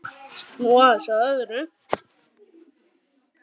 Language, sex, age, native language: Icelandic, male, 10, Icelandic